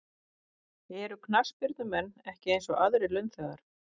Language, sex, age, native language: Icelandic, female, 50-59, Icelandic